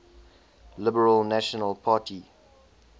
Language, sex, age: English, male, 20